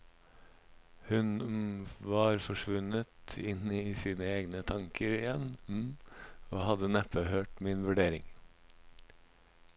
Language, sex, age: Norwegian, male, 26